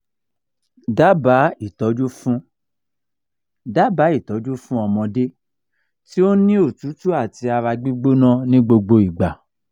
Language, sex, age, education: Yoruba, male, 46-60, tertiary